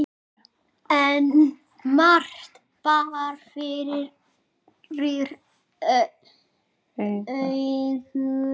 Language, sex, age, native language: Icelandic, male, 10, Icelandic